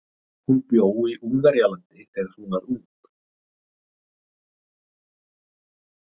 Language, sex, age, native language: Icelandic, male, 30-39, Icelandic